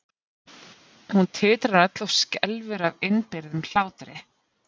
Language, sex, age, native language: Icelandic, female, 50-59, Icelandic